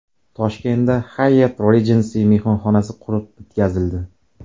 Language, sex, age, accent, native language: Uzbek, male, 25-34, Samarqand, Uzbek